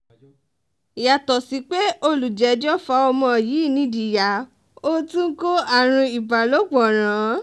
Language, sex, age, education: Yoruba, female, 15-29, tertiary